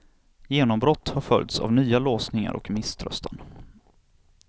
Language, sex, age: Swedish, male, 27